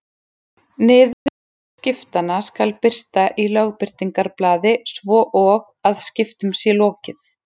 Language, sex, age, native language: Icelandic, female, 40-49, Icelandic